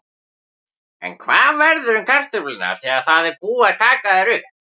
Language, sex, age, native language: Icelandic, male, 18-19, Icelandic